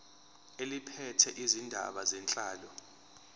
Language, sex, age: Zulu, male, 23